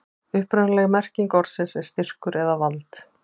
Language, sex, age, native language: Icelandic, female, 40-49, Icelandic